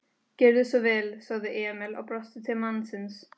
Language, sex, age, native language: Icelandic, female, 13, Spanish